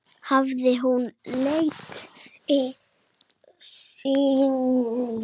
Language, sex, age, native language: Icelandic, male, 8, Icelandic